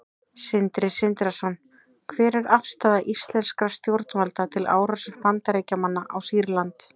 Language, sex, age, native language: Icelandic, female, 30-39, Icelandic